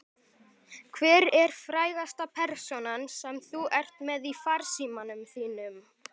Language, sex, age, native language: Icelandic, male, 18-19, Icelandic